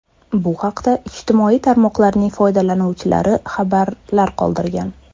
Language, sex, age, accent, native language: Uzbek, female, 25-34, Surxondaryo, Uzbek